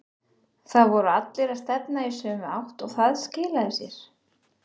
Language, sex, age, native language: Icelandic, female, 30-39, Icelandic